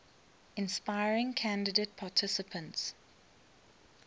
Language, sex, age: English, female, 21